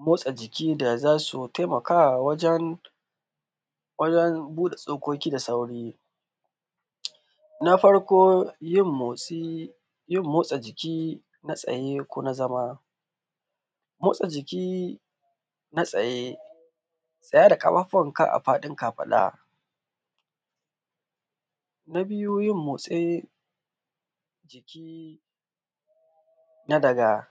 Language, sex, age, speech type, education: Hausa, male, 15-29, spontaneous, tertiary